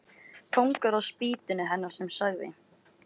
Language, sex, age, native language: Icelandic, male, 13, Icelandic